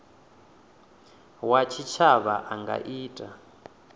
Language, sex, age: Venda, male, 28